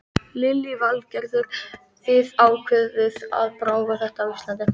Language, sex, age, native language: Icelandic, female, 13, Icelandic